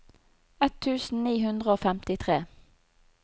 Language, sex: Norwegian, female